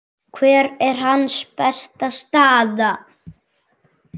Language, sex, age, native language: Icelandic, male, 6, Icelandic